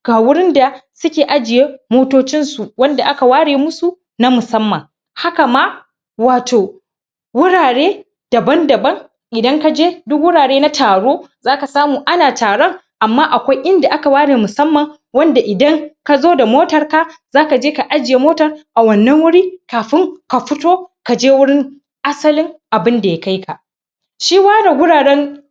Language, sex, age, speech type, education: Hausa, female, 30-45, spontaneous, tertiary